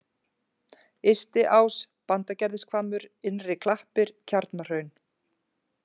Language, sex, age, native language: Icelandic, female, 40-49, Icelandic